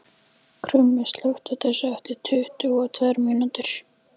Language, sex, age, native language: Icelandic, female, 11, Icelandic